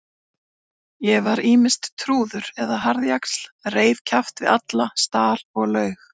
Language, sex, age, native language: Icelandic, female, 40-49, Icelandic